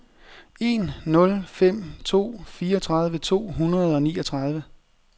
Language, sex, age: Danish, male, 30